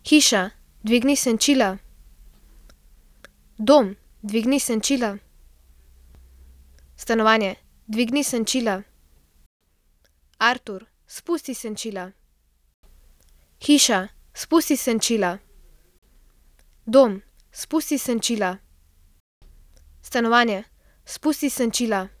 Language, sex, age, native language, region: Slovenian, female, 12-17, Slovenian, Central Slovenia